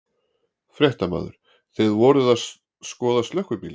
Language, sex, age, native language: Icelandic, male, 40-49, Icelandic